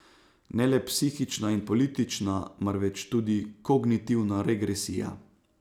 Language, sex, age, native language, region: Slovenian, male, 30-49, Slovenian, Savinja region